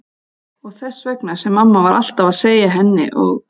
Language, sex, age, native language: Icelandic, female, 30-39, Icelandic